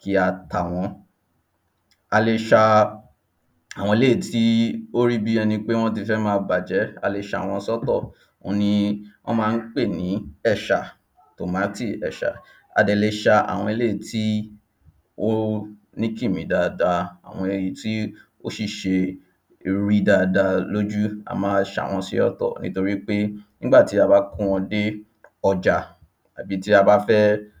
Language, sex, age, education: Yoruba, male, 15-29, tertiary